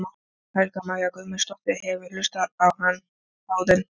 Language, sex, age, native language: Icelandic, female, 13, Icelandic